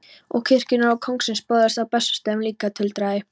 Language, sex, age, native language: Icelandic, female, 13, Polish